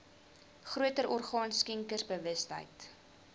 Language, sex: Afrikaans, female